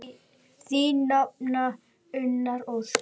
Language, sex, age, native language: Icelandic, male, 9, Icelandic